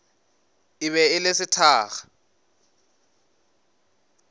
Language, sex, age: Northern Sotho, male, 19